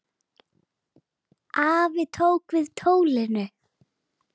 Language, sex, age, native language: Icelandic, female, 8, Icelandic